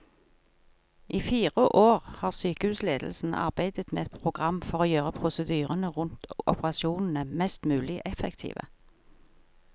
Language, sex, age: Norwegian, female, 43